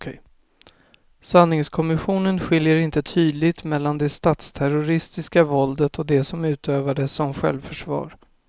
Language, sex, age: Swedish, male, 24